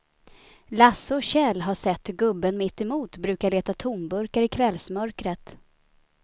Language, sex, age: Swedish, female, 29